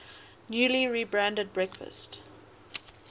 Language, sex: English, female